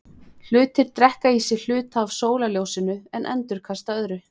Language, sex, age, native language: Icelandic, female, 20-29, Icelandic